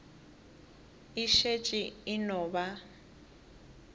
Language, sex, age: Northern Sotho, female, 18